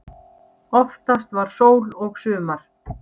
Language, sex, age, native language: Icelandic, female, 9, Icelandic